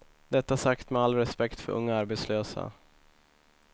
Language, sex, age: Swedish, male, 25